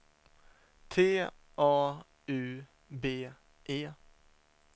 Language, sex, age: Swedish, male, 27